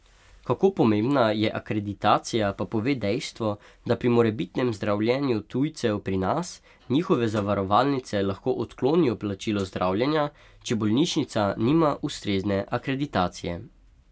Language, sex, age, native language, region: Slovenian, male, 18-29, Slovenian, Pomurje region